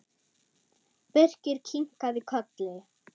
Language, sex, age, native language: Icelandic, female, 9, German